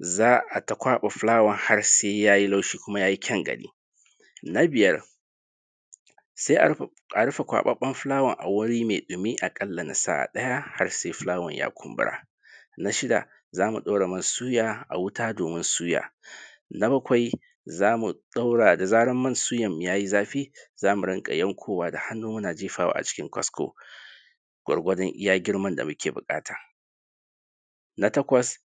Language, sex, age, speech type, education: Hausa, male, 30-45, spontaneous, tertiary